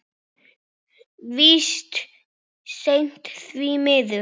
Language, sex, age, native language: Icelandic, male, 6, Icelandic